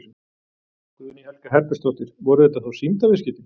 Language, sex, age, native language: Icelandic, male, 40-49, Icelandic